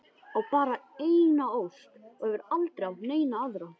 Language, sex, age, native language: Icelandic, male, 13, Icelandic